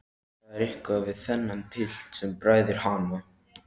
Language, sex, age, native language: Icelandic, male, 13, Icelandic